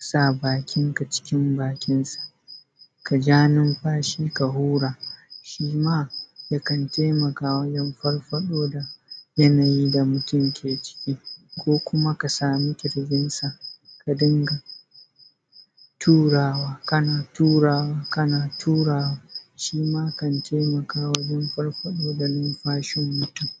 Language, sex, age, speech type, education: Hausa, male, 30-45, spontaneous, secondary